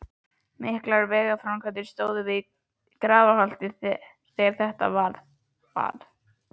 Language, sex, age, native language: Icelandic, female, 11, Icelandic